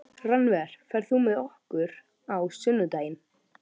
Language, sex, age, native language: Icelandic, male, 12, Icelandic